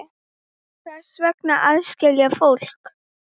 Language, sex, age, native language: Icelandic, female, 10, Icelandic